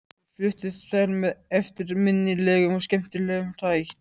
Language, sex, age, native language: Icelandic, male, 13, Icelandic